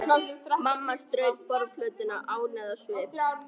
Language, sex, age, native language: Icelandic, female, 14, Icelandic